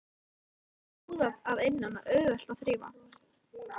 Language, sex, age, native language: Icelandic, female, 13, Icelandic